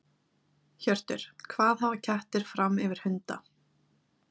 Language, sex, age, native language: Icelandic, female, 20-29, Icelandic